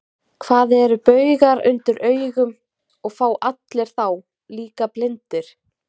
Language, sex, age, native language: Icelandic, female, 20-29, Icelandic